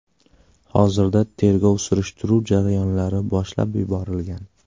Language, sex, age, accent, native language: Uzbek, male, 18-24, Qashqadaryo, Uzbek